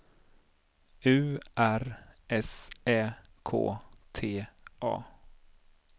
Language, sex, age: Swedish, male, 30